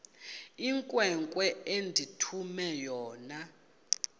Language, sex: Xhosa, female